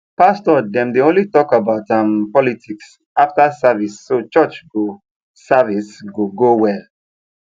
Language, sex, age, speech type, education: Nigerian Pidgin, male, 15-29, spontaneous, tertiary